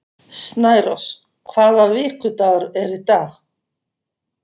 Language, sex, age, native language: Icelandic, female, 50-59, Icelandic